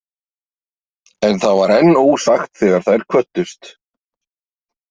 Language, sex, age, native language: Icelandic, male, 40-49, Icelandic